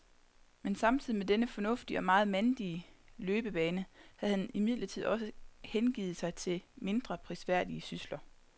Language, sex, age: Danish, female, 30